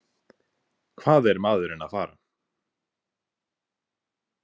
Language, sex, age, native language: Icelandic, male, 18-19, Icelandic